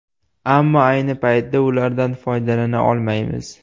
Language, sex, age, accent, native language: Uzbek, male, 18-24, Andijon, Uzbek